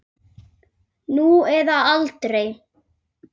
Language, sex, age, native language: Icelandic, male, 8, Icelandic